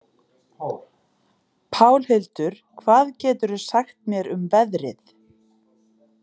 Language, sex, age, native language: Icelandic, female, 40-49, Icelandic